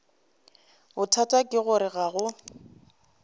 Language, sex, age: Northern Sotho, female, 25